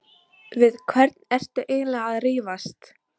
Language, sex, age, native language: Icelandic, female, 13, Icelandic